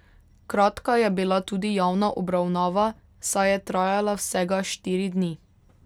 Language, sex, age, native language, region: Slovenian, female, 18-29, Slovenian, Drava region